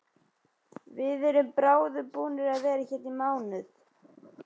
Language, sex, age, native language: Icelandic, male, 11, Icelandic